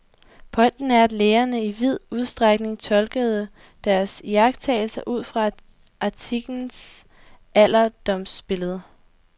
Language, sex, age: Danish, female, 18